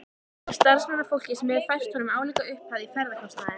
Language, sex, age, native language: Icelandic, female, 14, Icelandic